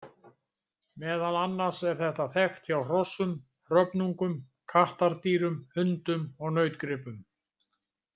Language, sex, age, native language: Icelandic, male, 60-69, Icelandic